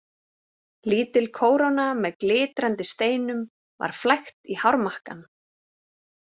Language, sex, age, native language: Icelandic, female, 40-49, Icelandic